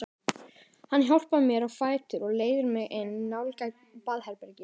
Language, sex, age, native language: Icelandic, female, 18-19, Icelandic